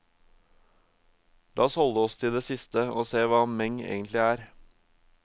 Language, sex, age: Norwegian, male, 22